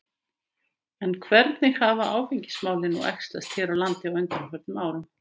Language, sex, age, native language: Icelandic, female, 50-59, Icelandic